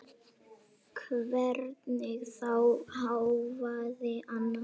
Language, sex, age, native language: Icelandic, female, 8, Icelandic